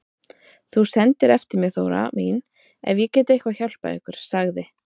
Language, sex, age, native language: Icelandic, female, 30-39, Icelandic